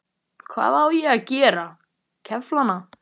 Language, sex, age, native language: Icelandic, male, 12, Icelandic